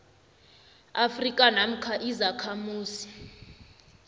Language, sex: South Ndebele, female